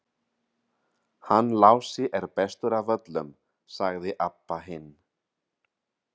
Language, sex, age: Icelandic, male, 30-39